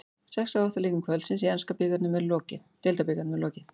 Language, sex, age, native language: Icelandic, female, 40-49, Icelandic